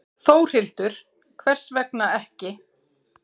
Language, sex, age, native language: Icelandic, female, 40-49, Icelandic